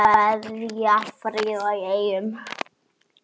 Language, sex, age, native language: Icelandic, female, 9, Icelandic